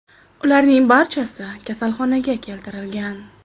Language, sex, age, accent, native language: Uzbek, female, 25-34, Farg'ona, Uzbek